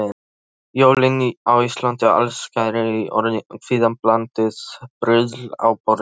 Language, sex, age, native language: Icelandic, male, 13, Polish